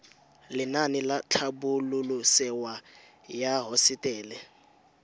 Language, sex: Tswana, female